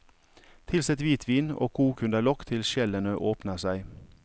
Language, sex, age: Norwegian, male, 55